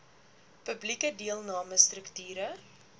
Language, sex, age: Afrikaans, female, 21